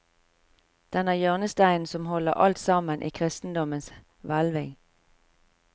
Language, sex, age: Norwegian, female, 45